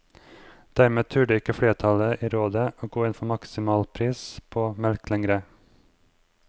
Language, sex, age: Norwegian, male, 23